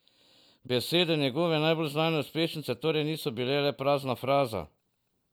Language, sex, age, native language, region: Slovenian, male, 50-59, Slovenian, Drava region